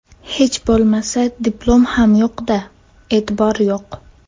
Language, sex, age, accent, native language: Uzbek, female, 12-17, Namangan, Uzbek